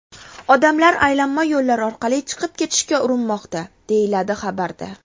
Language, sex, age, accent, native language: Uzbek, female, 19-29, Farg'ona, Uzbek